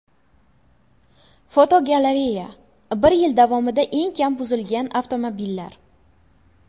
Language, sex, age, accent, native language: Uzbek, female, under 19, Buxoro, Uzbek